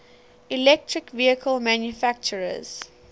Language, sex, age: English, female, 19